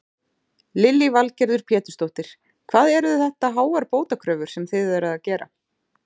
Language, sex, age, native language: Icelandic, female, 30-39, Icelandic